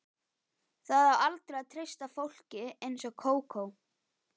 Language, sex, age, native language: Icelandic, male, 12, Icelandic